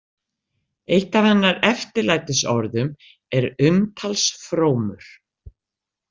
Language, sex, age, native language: Icelandic, female, 60-69, Icelandic